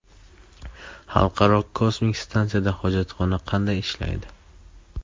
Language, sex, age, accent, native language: Uzbek, male, 18-24, Surxondaryo, Uzbek